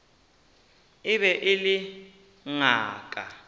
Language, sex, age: Northern Sotho, male, 19